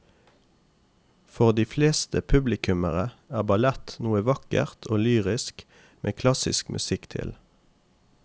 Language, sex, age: Norwegian, male, 28